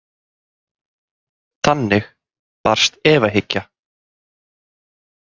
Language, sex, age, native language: Icelandic, male, 30-39, Icelandic